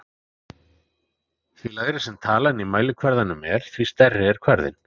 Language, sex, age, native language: Icelandic, male, 40-49, Icelandic